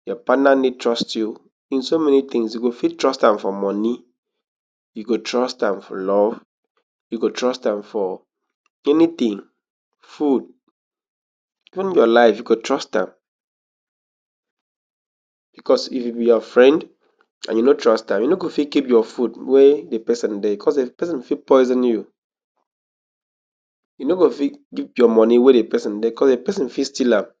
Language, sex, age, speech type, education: Nigerian Pidgin, male, 15-29, spontaneous, tertiary